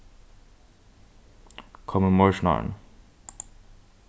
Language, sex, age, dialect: Faroese, male, 15-35, Norðurstreymoy/Eysturoy